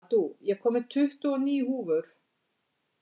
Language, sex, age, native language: Icelandic, female, 50-59, Icelandic